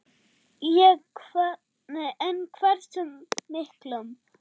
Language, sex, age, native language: Icelandic, male, 6, German